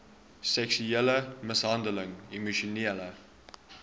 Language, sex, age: Afrikaans, male, 19